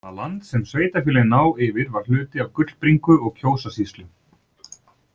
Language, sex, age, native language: Icelandic, male, 30-39, Icelandic